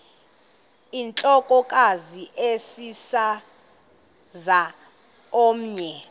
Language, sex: Xhosa, female